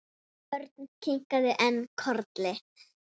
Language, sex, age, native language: Icelandic, female, 8, Icelandic